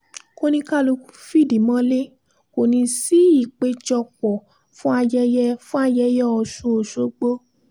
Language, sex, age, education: Yoruba, female, 15-29, tertiary